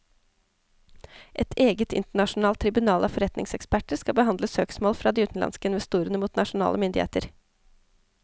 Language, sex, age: Norwegian, female, 34